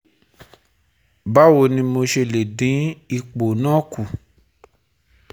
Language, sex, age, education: Yoruba, male, 30-45, tertiary